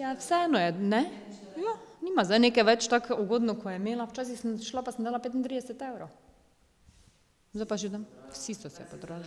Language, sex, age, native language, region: Slovenian, female, 30-49, Slovenian, Drava region